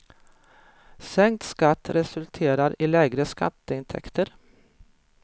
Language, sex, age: Swedish, female, 53